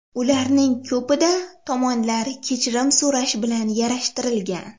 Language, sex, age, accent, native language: Uzbek, female, 12-17, Farg'ona, Uzbek